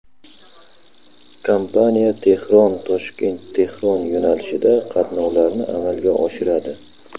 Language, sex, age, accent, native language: Uzbek, male, 25-34, Samarqand, Uzbek